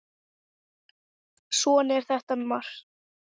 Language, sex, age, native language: Icelandic, female, 10, Icelandic